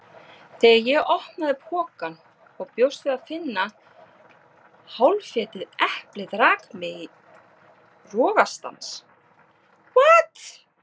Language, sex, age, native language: Icelandic, female, 30-39, Icelandic